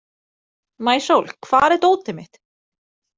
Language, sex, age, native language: Icelandic, female, 30-39, Icelandic